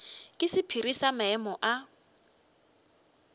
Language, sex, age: Northern Sotho, female, 23